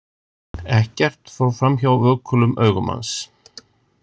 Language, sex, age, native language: Icelandic, male, 60-69, Icelandic